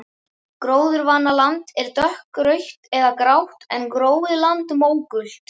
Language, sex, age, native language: Icelandic, male, 11, Icelandic